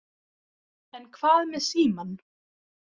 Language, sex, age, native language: Icelandic, female, 18-19, Icelandic